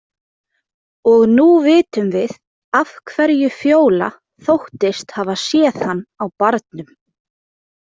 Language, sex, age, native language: Icelandic, female, 20-29, Icelandic